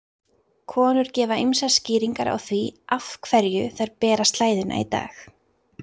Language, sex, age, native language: Icelandic, female, 30-39, Icelandic